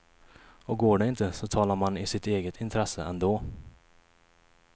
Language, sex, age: Swedish, male, 21